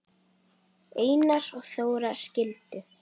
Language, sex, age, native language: Icelandic, female, 10, Icelandic